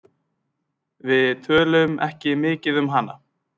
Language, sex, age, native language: Icelandic, male, 20-29, Icelandic